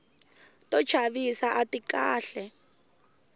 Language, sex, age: Tsonga, female, 19